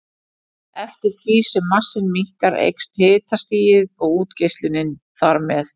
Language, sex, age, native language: Icelandic, female, 40-49, Icelandic